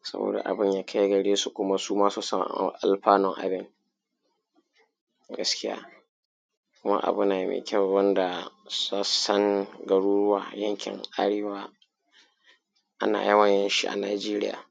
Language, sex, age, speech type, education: Hausa, male, 15-29, spontaneous, primary